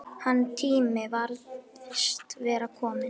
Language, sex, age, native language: Icelandic, female, 9, Icelandic